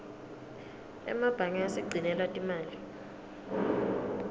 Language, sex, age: Swati, female, 23